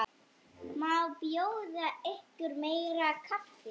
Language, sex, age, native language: Icelandic, female, 9, Icelandic